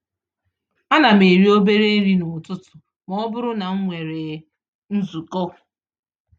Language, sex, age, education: Igbo, female, 30-45, tertiary